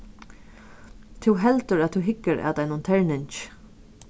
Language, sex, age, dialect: Faroese, female, 36-60, Suðurstreymoy